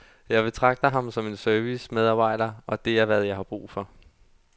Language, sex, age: Danish, male, 32